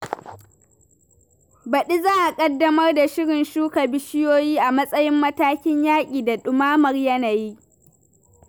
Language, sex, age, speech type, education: Hausa, female, 15-29, read, primary